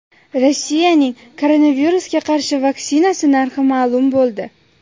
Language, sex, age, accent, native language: Uzbek, female, under 19, Jizzax, Uzbek